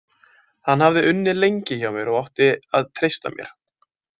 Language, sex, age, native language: Icelandic, male, 20-29, Icelandic